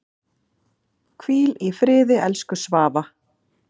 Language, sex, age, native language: Icelandic, female, 8, Icelandic